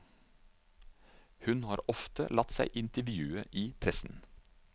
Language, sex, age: Norwegian, male, 49